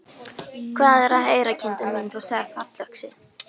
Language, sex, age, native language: Icelandic, female, 13, Icelandic